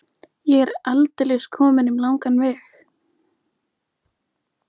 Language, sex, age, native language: Icelandic, male, 14, Icelandic